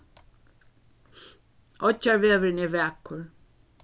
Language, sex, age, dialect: Faroese, female, 61+, Suðurstreymoy